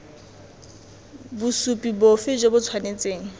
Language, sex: Tswana, female